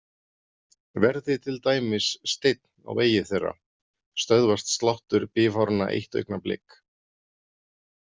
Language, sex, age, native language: Icelandic, male, 30-39, Icelandic